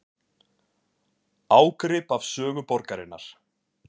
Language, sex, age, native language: Icelandic, male, 20-29, Icelandic